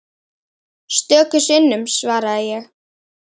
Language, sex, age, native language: Icelandic, female, 10, Icelandic